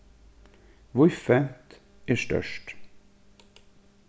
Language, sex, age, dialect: Faroese, male, 36-60, Suðurstreymoy